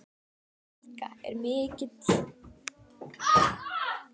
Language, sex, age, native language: Icelandic, female, 12, Icelandic